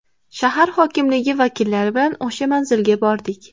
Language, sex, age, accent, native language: Uzbek, female, 18-24, Andijon, Uzbek